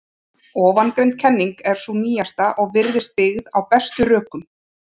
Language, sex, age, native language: Icelandic, female, 30-39, Icelandic